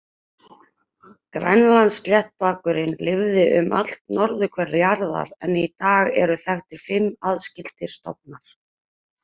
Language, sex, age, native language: Icelandic, female, 30-39, Icelandic